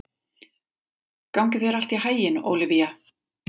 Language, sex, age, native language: Icelandic, female, 40-49, Icelandic